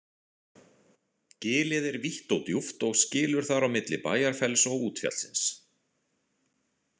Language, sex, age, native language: Icelandic, male, 40-49, Icelandic